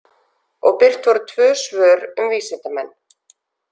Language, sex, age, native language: Icelandic, female, 40-49, Icelandic